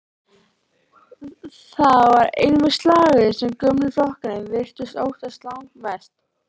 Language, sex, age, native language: Icelandic, female, 13, Icelandic